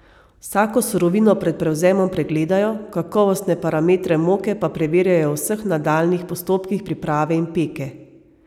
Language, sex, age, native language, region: Slovenian, female, 30-49, Slovenian, Savinja region